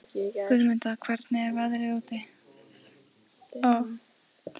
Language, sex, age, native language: Icelandic, female, 14, Icelandic